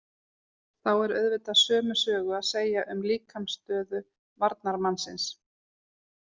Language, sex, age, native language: Icelandic, female, 40-49, Icelandic